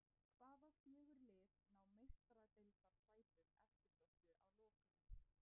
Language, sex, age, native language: Icelandic, female, 20-29, Icelandic